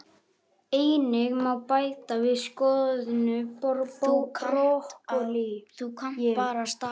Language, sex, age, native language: Icelandic, male, 11, Icelandic